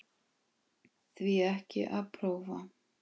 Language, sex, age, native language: Icelandic, female, 10, Icelandic